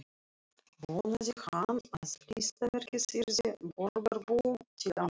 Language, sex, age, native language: Icelandic, female, 40-49, Russian